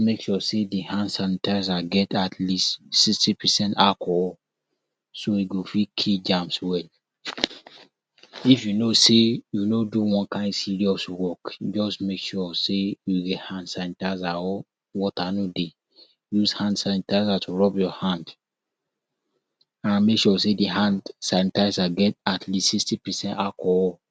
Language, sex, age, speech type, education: Nigerian Pidgin, male, 46-60, spontaneous, tertiary